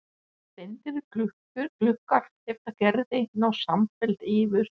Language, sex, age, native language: Icelandic, female, 60-69, Danish